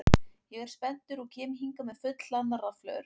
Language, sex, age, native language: Icelandic, female, 18-19, Icelandic